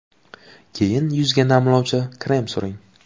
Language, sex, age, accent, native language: Uzbek, male, 18-24, Buxoro, Uzbek